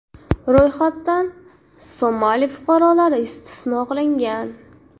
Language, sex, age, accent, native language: Uzbek, female, 18-24, Andijon, Uzbek